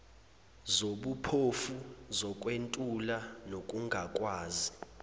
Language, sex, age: Zulu, male, 20